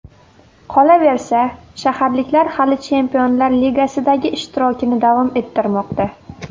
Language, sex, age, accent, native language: Uzbek, female, under 19, Navoiy, Uzbek